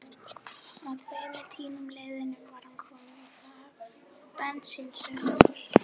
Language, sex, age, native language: Icelandic, female, 11, Icelandic